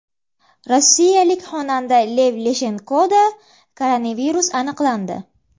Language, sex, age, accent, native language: Uzbek, female, 18-24, Namangan, Uzbek